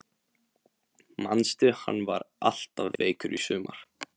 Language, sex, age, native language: Icelandic, male, 18-19, Polish